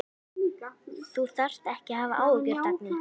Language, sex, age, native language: Icelandic, female, 11, Icelandic